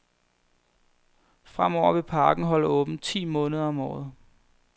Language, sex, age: Danish, male, 21